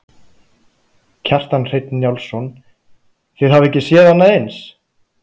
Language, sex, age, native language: Icelandic, male, 30-39, Icelandic